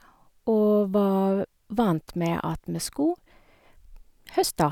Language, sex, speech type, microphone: Norwegian, female, spontaneous, Sennheiser